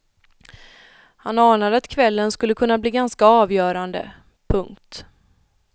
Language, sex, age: Swedish, female, 31